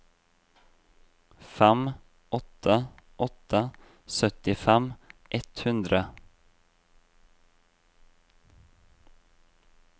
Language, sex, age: Norwegian, male, 26